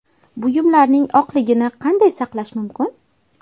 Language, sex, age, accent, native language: Uzbek, female, 18-24, Toshkent viloyati, Uzbek